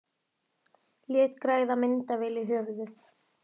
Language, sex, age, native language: Icelandic, female, 18-19, Icelandic